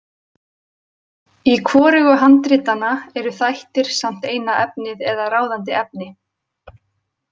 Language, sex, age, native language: Icelandic, female, 20-29, Icelandic